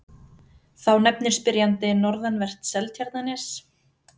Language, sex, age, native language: Icelandic, female, 30-39, Icelandic